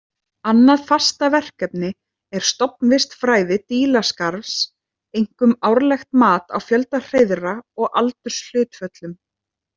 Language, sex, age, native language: Icelandic, female, 30-39, Icelandic